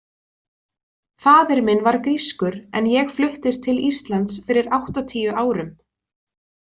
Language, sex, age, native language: Icelandic, female, 20-29, Icelandic